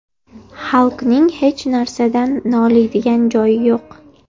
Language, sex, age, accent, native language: Uzbek, female, 18-24, Andijon, Uzbek